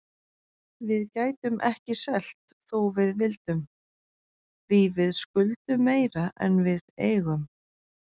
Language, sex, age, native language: Icelandic, female, 40-49, Icelandic